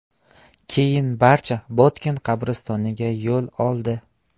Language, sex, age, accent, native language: Uzbek, male, 18-24, Qashqadaryo, Uzbek